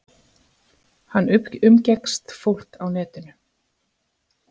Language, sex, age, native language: Icelandic, female, 50-59, Icelandic